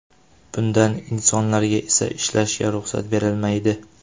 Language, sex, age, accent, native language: Uzbek, male, 18-24, Farg'ona, Uzbek